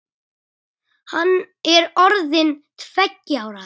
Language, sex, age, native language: Icelandic, male, 8, Icelandic